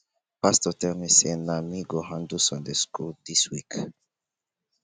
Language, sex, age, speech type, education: Nigerian Pidgin, male, 15-29, spontaneous, tertiary